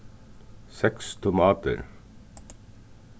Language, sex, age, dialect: Faroese, male, 36-60, Suðurstreymoy